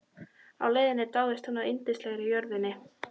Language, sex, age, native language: Icelandic, female, 12, Icelandic